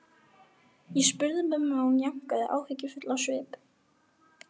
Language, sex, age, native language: Icelandic, female, 11, Icelandic